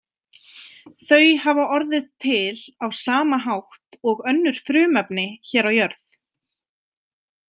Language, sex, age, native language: Icelandic, female, 20-29, Icelandic